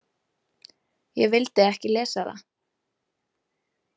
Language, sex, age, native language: Icelandic, female, 30-39, Icelandic